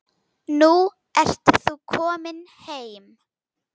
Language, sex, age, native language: Icelandic, female, 10, Icelandic